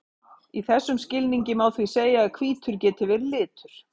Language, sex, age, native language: Icelandic, female, 50-59, Icelandic